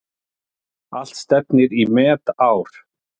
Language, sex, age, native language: Icelandic, male, 40-49, Icelandic